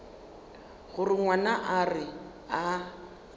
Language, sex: Northern Sotho, female